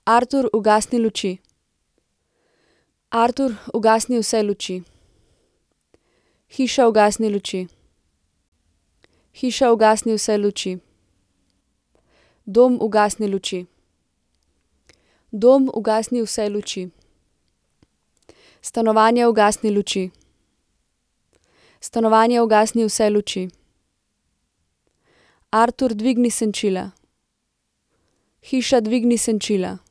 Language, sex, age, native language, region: Slovenian, female, 18-29, Slovenian, Central Slovenia